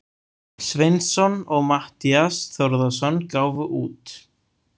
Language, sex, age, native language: Icelandic, male, 18-19, Icelandic